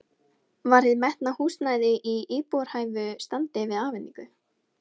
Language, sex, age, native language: Icelandic, female, 17, Icelandic